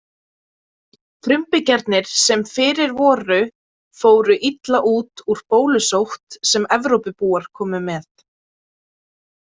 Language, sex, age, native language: Icelandic, female, 20-29, Icelandic